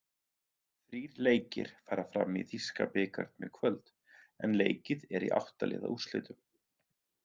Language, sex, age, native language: Icelandic, male, 30-39, Icelandic